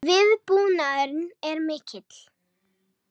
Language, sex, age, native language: Icelandic, female, 18-19, Icelandic